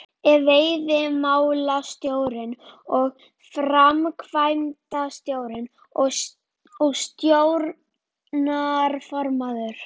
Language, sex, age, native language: Icelandic, female, 11, Icelandic